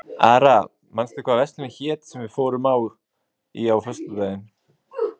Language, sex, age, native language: Icelandic, male, 20-29, Icelandic